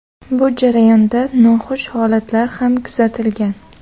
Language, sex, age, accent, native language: Uzbek, female, 18-24, Buxoro, Uzbek